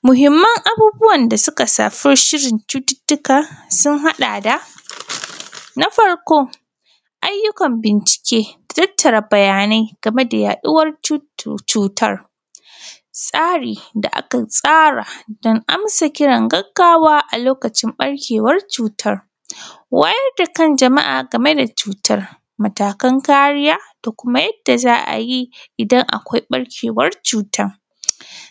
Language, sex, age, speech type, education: Hausa, female, 15-29, spontaneous, primary